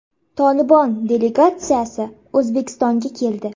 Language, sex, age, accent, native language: Uzbek, female, 18-24, Toshkent viloyati, Uzbek